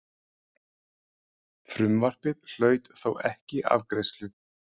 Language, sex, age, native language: Icelandic, male, 30-39, Icelandic